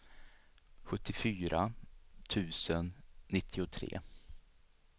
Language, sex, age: Swedish, male, 37